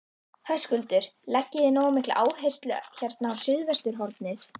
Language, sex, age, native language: Icelandic, female, 11, Icelandic